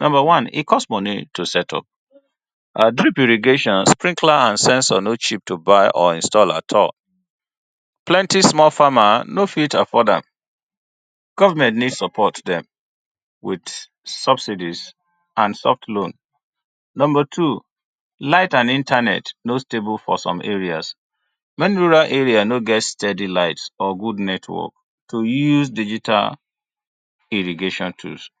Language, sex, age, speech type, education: Nigerian Pidgin, male, 30-45, spontaneous, tertiary